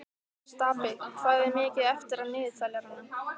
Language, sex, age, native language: Icelandic, female, 15, Icelandic